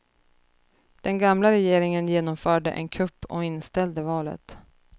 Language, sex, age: Swedish, female, 30